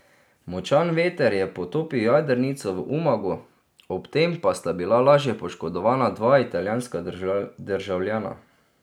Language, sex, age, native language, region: Slovenian, male, 30-49, Slovenian, Drava region